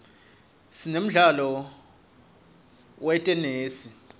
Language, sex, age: Swati, male, 25